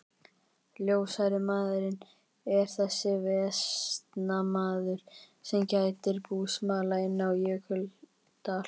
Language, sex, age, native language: Icelandic, male, 18-19, Icelandic